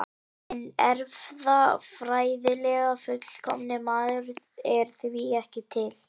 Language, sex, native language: Icelandic, male, Icelandic